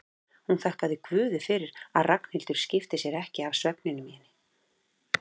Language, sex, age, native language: Icelandic, female, 40-49, Icelandic